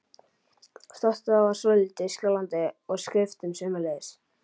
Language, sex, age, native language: Icelandic, male, 11, Icelandic